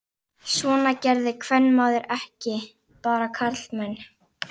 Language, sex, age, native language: Icelandic, female, 11, Icelandic